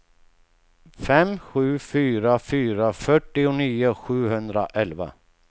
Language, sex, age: Swedish, male, 48